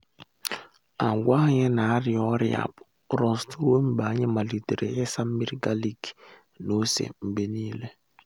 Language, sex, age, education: Igbo, male, 15-29, secondary